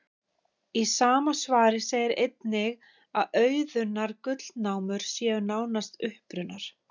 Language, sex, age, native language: Icelandic, female, 50-59, Icelandic